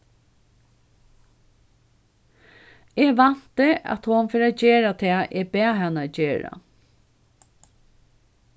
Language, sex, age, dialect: Faroese, female, 36-60, Norðurstreymoy/Eysturoy